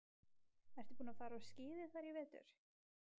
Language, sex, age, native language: Icelandic, female, 20-29, Icelandic